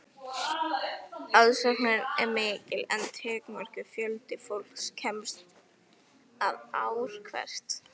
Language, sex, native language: Icelandic, female, Icelandic